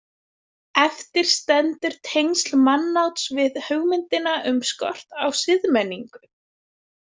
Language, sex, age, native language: Icelandic, female, 20-29, Icelandic